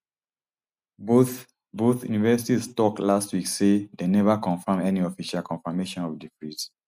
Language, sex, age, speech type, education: Nigerian Pidgin, male, 30-45, spontaneous, tertiary